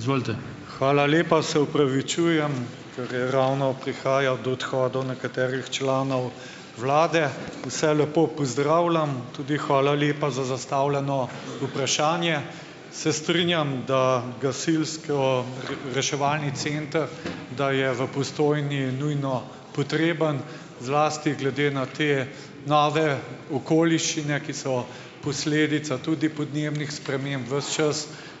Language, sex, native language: Slovenian, male, Slovenian